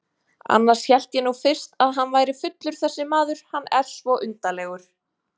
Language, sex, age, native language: Icelandic, female, 20-29, Icelandic